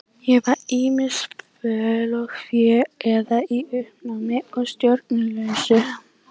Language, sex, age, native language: Icelandic, female, 18-19, Icelandic